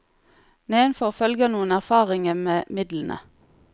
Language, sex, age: Norwegian, female, 40